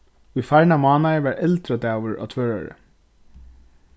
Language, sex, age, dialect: Faroese, male, 15-35, Suðurstreymoy